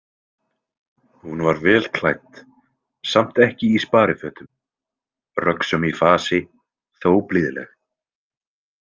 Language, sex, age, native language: Icelandic, male, 20-29, Icelandic